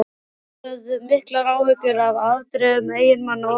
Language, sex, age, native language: Icelandic, male, 12, Icelandic